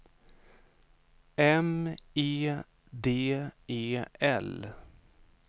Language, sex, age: Swedish, male, 35